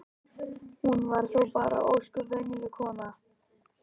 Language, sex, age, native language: Icelandic, male, 11, Icelandic